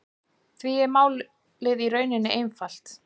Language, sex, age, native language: Icelandic, female, 40-49, Icelandic